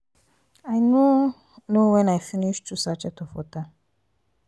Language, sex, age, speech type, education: Nigerian Pidgin, female, 15-29, spontaneous, tertiary